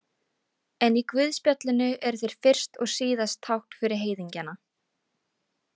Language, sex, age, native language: Icelandic, female, 18-19, Icelandic